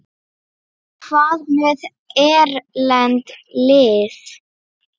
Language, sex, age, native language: Icelandic, female, 9, Icelandic